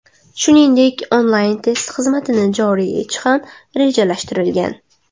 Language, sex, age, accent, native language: Uzbek, female, 19-29, Toshkent shahri, Uzbek